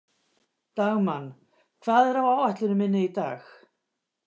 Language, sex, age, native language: Icelandic, female, 50-59, Icelandic